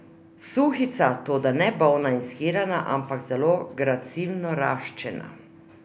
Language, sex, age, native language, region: Slovenian, female, 50-59, Slovenian, Drava region